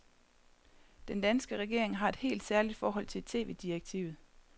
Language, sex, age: Danish, female, 30